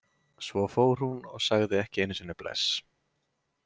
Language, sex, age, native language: Icelandic, male, 20-29, Icelandic